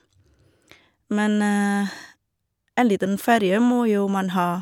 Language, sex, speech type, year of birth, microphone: Norwegian, female, spontaneous, 1979, Shure